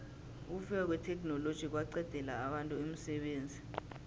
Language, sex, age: South Ndebele, female, 23